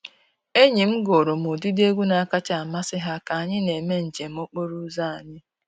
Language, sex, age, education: Igbo, female, 15-29, tertiary